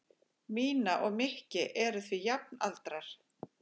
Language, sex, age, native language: Icelandic, female, 40-49, Icelandic